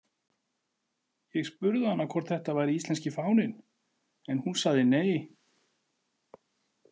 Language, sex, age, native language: Icelandic, male, 40-49, Icelandic